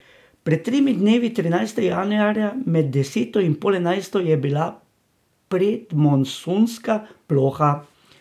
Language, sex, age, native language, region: Slovenian, male, 60+, Slovenian, Drava region